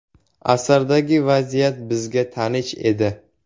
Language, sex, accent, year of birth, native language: Uzbek, male, Jizzax, 2004, Uzbek